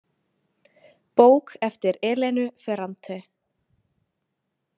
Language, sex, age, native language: Icelandic, female, 20-29, Icelandic